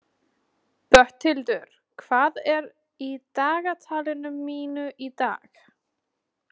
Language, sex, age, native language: Icelandic, female, 20-29, Icelandic